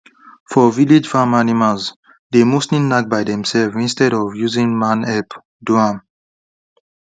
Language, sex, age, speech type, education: Nigerian Pidgin, male, 30-45, spontaneous, tertiary